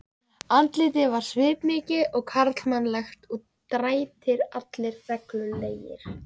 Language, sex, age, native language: Icelandic, female, 14, Icelandic